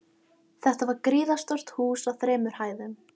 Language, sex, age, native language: Icelandic, female, 12, Icelandic